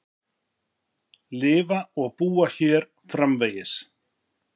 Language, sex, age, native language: Icelandic, male, 50-59, Icelandic